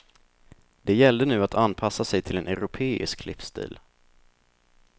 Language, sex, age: Swedish, male, 24